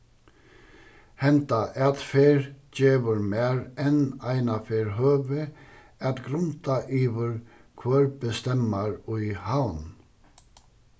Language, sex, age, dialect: Faroese, male, 61+, Suðuroy